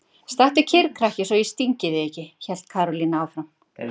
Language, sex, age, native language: Icelandic, female, 50-59, Icelandic